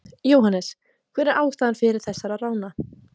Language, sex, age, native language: Icelandic, female, 20-29, Icelandic